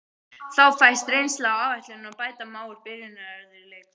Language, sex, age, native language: Icelandic, female, 12, Icelandic